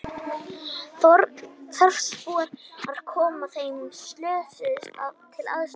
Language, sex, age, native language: Icelandic, female, 18-19, Icelandic